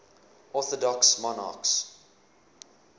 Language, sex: English, male